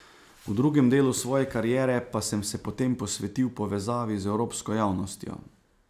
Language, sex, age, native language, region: Slovenian, male, 30-49, Slovenian, Savinja region